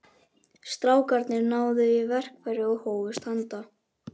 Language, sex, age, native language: Icelandic, male, 11, Icelandic